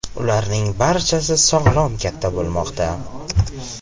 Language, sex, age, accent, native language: Uzbek, male, 18-24, Farg'ona, Uzbek